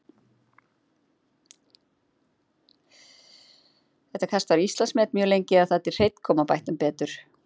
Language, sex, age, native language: Icelandic, female, 50-59, Icelandic